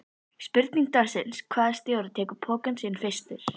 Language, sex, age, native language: Icelandic, female, 11, Icelandic